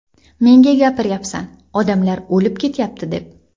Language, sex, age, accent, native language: Uzbek, female, 18-24, Jizzax, Uzbek